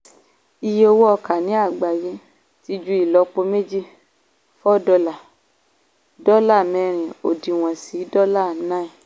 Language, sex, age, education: Yoruba, female, 15-29, tertiary